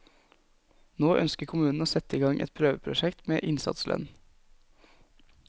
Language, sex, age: Norwegian, male, 20